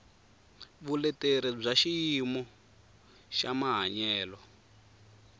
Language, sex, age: Tsonga, male, 24